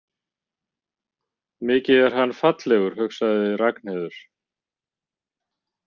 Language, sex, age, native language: Icelandic, male, 50-59, Icelandic